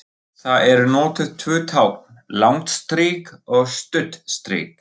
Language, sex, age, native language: Icelandic, male, 40-49, Icelandic